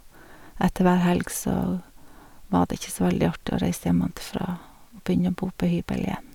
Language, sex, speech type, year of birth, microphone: Norwegian, female, spontaneous, 1952, Sennheiser